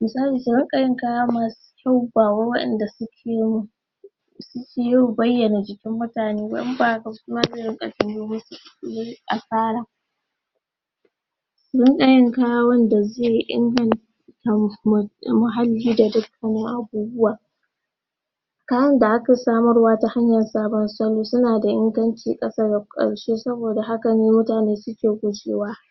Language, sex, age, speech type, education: Hausa, female, 15-29, spontaneous, tertiary